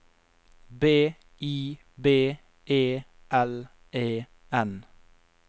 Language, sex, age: Norwegian, male, 22